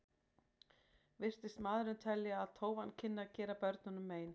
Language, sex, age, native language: Icelandic, female, 40-49, Icelandic